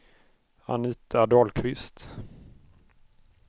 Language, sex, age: Swedish, male, 31